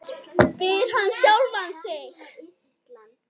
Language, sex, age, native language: Icelandic, female, 8, Icelandic